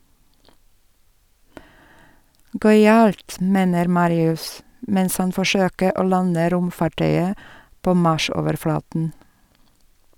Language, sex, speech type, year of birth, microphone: Norwegian, female, read, 1961, Sennheiser